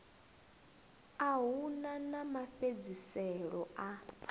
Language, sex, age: Venda, female, 21